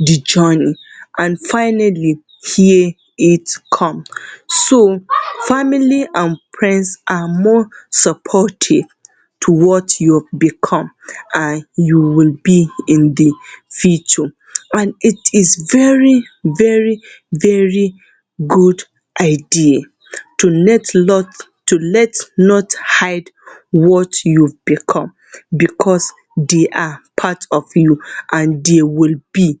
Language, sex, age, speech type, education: Hausa, female, 30-45, spontaneous, tertiary